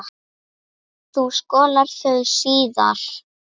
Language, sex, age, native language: Icelandic, female, 8, Icelandic